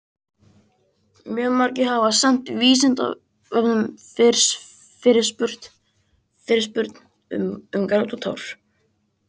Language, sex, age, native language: Icelandic, male, 20-29, Icelandic